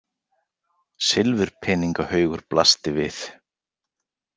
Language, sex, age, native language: Icelandic, male, 40-49, Icelandic